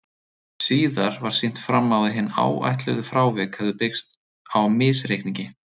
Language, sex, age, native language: Icelandic, male, 30-39, Icelandic